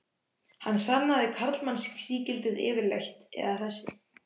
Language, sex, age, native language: Icelandic, male, 14, Icelandic